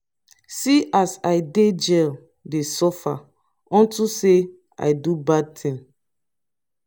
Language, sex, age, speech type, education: Nigerian Pidgin, female, 30-45, spontaneous, tertiary